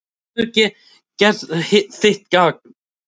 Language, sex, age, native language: Icelandic, male, 9, Icelandic